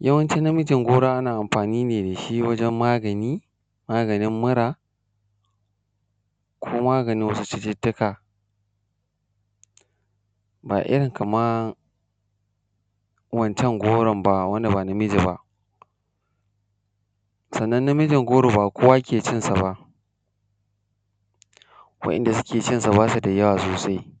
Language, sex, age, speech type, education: Hausa, male, 30-45, spontaneous, primary